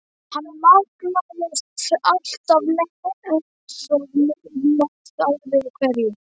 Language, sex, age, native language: Icelandic, male, 12, Icelandic